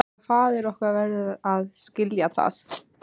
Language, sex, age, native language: Icelandic, female, 15, Icelandic